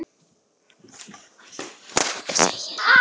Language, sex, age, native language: Icelandic, other, 18-19, Icelandic